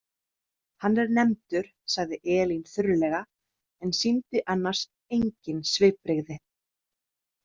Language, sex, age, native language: Icelandic, female, 30-39, Icelandic